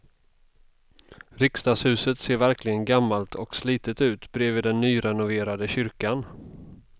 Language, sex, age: Swedish, male, 32